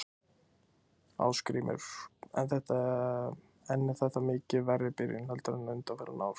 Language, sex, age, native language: Icelandic, male, 20-29, Icelandic